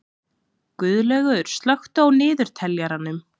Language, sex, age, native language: Icelandic, female, 20-29, Icelandic